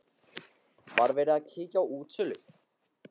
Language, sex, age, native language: Icelandic, male, 14, Icelandic